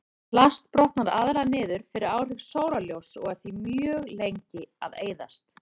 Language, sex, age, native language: Icelandic, female, 30-39, Icelandic